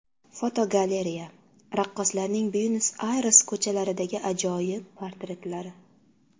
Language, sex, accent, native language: Uzbek, female, Qashqadaryo, Uzbek